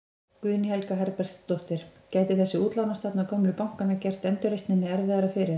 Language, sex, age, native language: Icelandic, female, 20-29, Icelandic